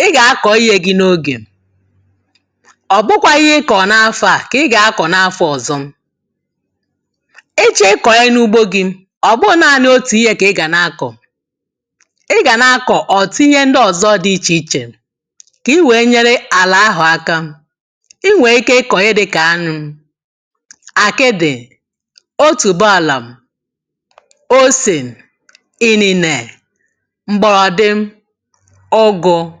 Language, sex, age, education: Igbo, female, 30-45, tertiary